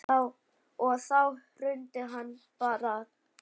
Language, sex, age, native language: Icelandic, male, 7, Icelandic